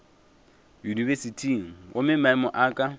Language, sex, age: Northern Sotho, male, 24